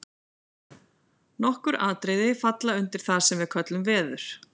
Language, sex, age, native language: Icelandic, female, 40-49, Icelandic